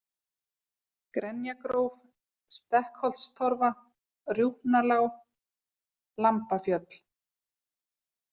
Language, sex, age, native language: Icelandic, female, 40-49, Icelandic